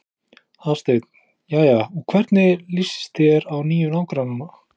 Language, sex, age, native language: Icelandic, male, 20-29, Icelandic